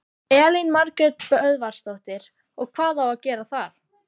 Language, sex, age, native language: Icelandic, female, 12, Icelandic